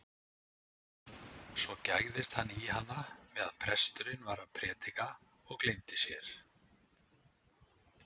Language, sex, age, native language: Icelandic, male, 60-69, Icelandic